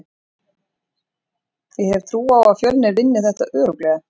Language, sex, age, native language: Icelandic, female, 40-49, Icelandic